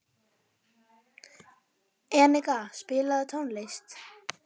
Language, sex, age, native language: Icelandic, female, 12, Icelandic